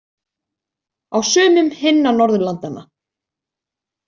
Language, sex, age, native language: Icelandic, female, 20-29, Icelandic